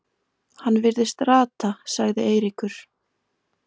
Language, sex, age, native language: Icelandic, female, 20-29, Icelandic